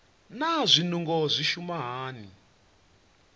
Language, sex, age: Venda, male, 28